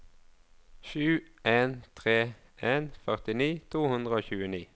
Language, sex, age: Norwegian, male, 22